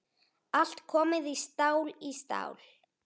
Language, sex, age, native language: Icelandic, female, 8, Icelandic